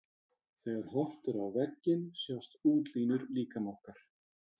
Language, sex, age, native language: Icelandic, male, 30-39, Icelandic